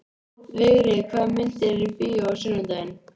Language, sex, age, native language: Icelandic, female, 13, Icelandic